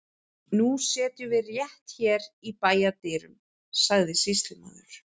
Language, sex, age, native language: Icelandic, female, 11, Icelandic